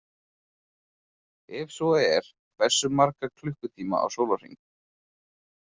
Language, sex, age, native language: Icelandic, male, 20-29, Icelandic